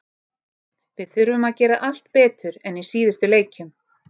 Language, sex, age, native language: Icelandic, female, 30-39, Icelandic